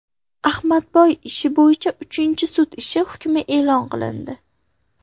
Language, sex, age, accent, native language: Uzbek, female, under 19, Farg'ona, Uzbek